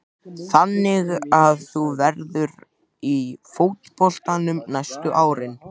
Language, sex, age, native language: Icelandic, male, 14, Icelandic